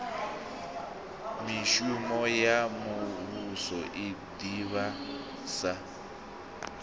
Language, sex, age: Venda, male, 26